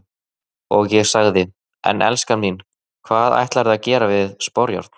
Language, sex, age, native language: Icelandic, male, 30-39, Icelandic